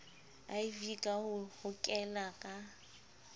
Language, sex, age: Southern Sotho, female, 25